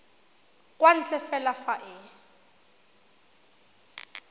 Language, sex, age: Tswana, female, 31